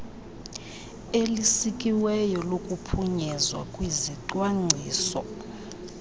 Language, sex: Xhosa, female